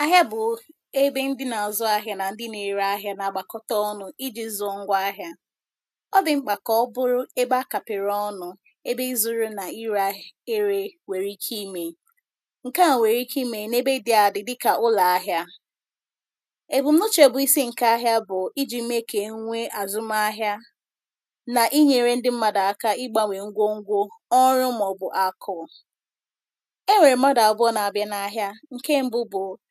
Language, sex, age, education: Igbo, female, 15-29, tertiary